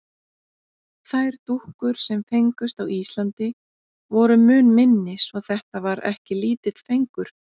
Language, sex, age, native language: Icelandic, female, 30-39, Icelandic